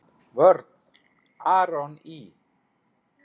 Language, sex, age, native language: Icelandic, male, 10, Icelandic